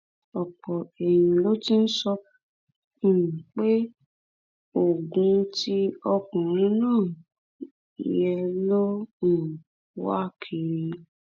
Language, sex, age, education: Yoruba, female, 15-29, tertiary